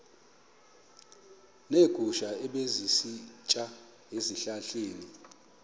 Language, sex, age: Xhosa, male, 24